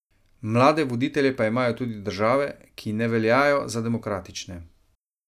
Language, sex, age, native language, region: Slovenian, male, 30-49, Slovenian, Savinja region